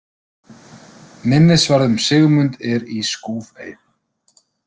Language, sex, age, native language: Icelandic, male, 30-39, Icelandic